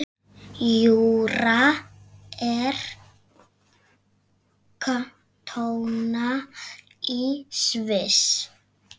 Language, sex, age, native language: Icelandic, female, 6, Icelandic